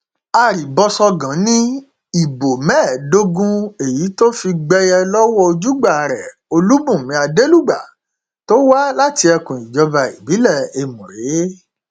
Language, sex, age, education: Yoruba, male, 46-60, tertiary